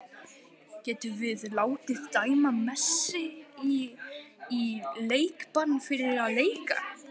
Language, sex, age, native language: Icelandic, male, 12, Icelandic